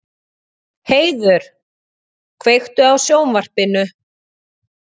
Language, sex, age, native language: Icelandic, female, 40-49, Icelandic